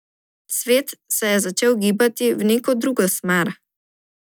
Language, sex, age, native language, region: Slovenian, female, 18-29, Slovenian, Drava region